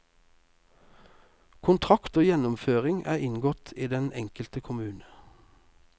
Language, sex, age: Norwegian, male, 48